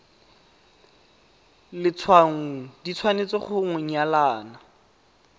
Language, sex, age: Tswana, male, 18